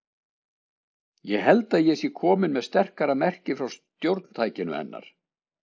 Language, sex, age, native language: Icelandic, male, 60-69, Icelandic